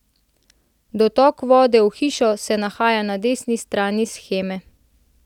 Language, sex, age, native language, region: Slovenian, female, 18-29, Slovenian, Central Slovenia